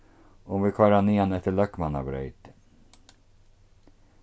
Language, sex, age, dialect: Faroese, male, 36-60, Norðurstreymoy/Eysturoy